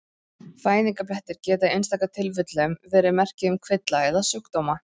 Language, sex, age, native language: Icelandic, female, 30-39, Icelandic